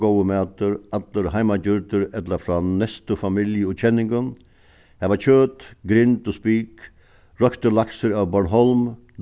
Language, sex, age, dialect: Faroese, male, 61+, Suðuroy